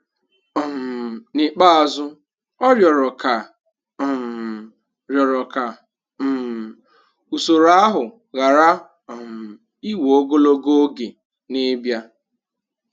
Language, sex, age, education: Igbo, male, 15-29, tertiary